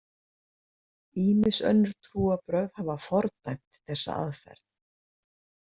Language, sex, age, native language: Icelandic, female, 60-69, Icelandic